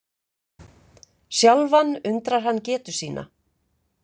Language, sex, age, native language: Icelandic, female, 50-59, Icelandic